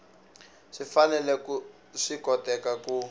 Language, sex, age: Tsonga, male, 19